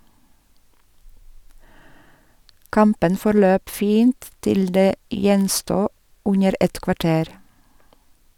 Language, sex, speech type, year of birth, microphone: Norwegian, female, read, 1961, Sennheiser